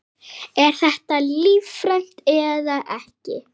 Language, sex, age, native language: Icelandic, female, 8, Icelandic